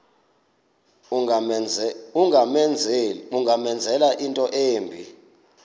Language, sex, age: Xhosa, male, 26